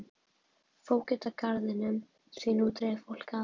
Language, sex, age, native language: Icelandic, female, 11, Icelandic